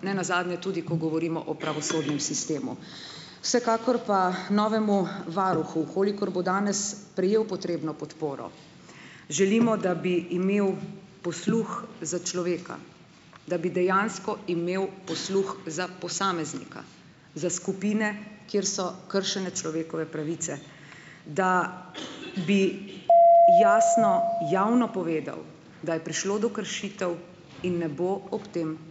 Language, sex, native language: Slovenian, female, Slovenian